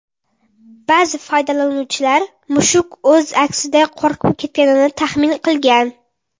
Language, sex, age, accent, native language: Uzbek, female, under 19, Qoraqalpog'iston, Karakalpak